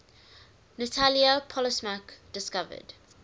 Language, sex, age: English, female, 19